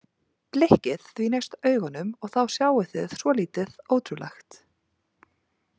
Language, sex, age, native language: Icelandic, female, 30-39, Icelandic